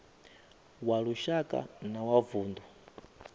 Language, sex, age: Venda, male, 24